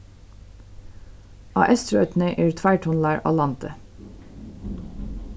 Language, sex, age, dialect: Faroese, female, 36-60, Suðurstreymoy